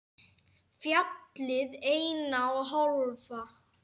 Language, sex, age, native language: Icelandic, male, 10, Icelandic